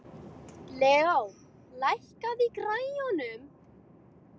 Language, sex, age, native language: Icelandic, female, 18-19, Icelandic